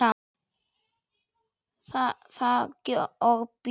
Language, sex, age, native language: Icelandic, male, 10, Icelandic